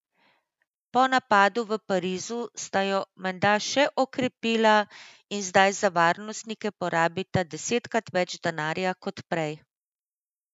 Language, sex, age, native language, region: Slovenian, female, 50-59, Slovenian, Central Slovenia